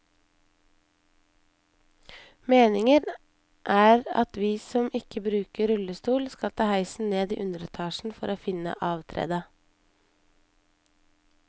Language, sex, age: Norwegian, female, 23